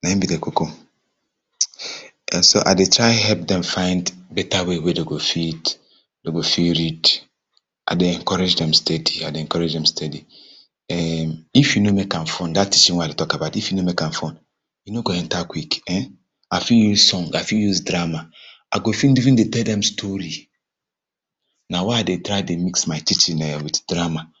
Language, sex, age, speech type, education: Nigerian Pidgin, male, 30-45, spontaneous, tertiary